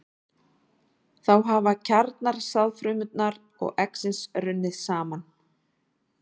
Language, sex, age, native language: Icelandic, female, 40-49, Icelandic